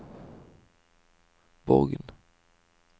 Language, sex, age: Norwegian, male, 25